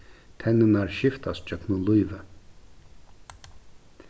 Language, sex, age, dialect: Faroese, male, 36-60, Suðurstreymoy